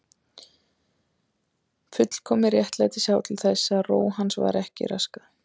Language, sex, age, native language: Icelandic, female, 30-39, Icelandic